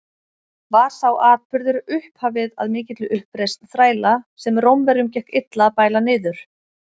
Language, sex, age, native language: Icelandic, female, 30-39, Icelandic